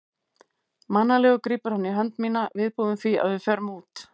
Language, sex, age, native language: Icelandic, female, 18-19, Icelandic